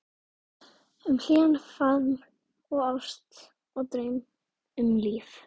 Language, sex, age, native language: Icelandic, female, 11, Icelandic